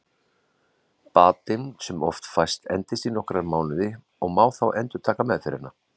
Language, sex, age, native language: Icelandic, male, 40-49, Icelandic